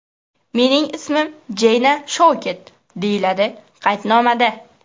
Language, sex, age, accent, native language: Uzbek, female, 18-24, Qashqadaryo, Uzbek